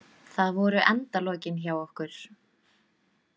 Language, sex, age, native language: Icelandic, female, 20-29, Icelandic